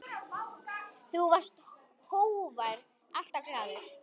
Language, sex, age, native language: Icelandic, female, 10, Icelandic